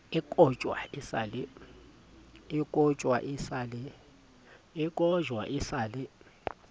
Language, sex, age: Southern Sotho, male, 30